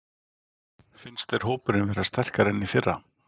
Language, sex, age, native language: Icelandic, male, 40-49, Icelandic